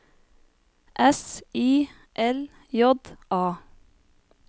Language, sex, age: Norwegian, female, 30